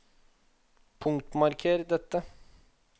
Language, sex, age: Norwegian, male, 21